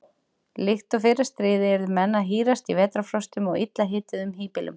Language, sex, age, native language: Icelandic, female, 40-49, Icelandic